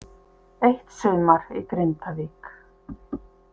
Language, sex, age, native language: Icelandic, female, 50-59, Icelandic